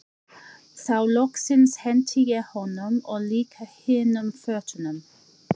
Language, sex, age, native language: Icelandic, female, 40-49, English